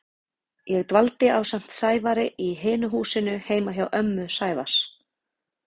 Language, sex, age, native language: Icelandic, female, 30-39, Icelandic